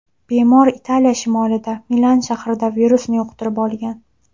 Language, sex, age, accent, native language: Uzbek, female, 19-29, Farg'ona, Uzbek